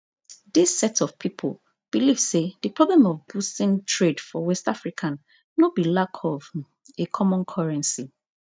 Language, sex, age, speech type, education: Nigerian Pidgin, female, 30-45, spontaneous, tertiary